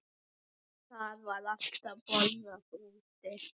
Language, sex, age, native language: Icelandic, male, 8, Icelandic